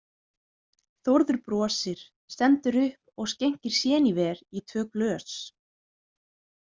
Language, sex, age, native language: Icelandic, female, 20-29, Icelandic